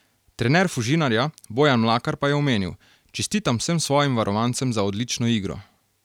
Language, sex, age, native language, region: Slovenian, male, 18-29, Slovenian, Carinthia region